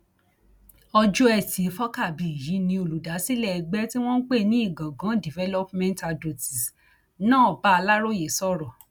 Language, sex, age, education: Yoruba, female, 46-60, tertiary